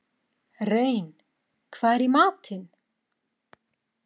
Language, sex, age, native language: Icelandic, female, 40-49, Icelandic